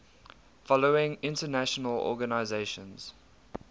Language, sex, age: English, male, 22